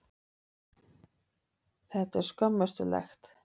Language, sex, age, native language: Icelandic, female, 30-39, Icelandic